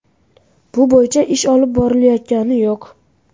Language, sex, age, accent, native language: Uzbek, male, 12-17, Farg'ona, Uzbek